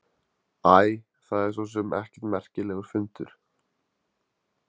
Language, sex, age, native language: Icelandic, male, 20-29, Icelandic